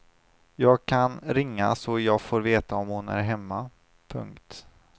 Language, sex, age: Swedish, male, 25